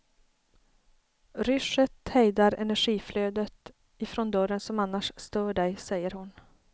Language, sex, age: Swedish, female, 33